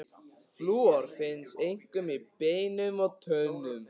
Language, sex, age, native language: Icelandic, male, 15, Icelandic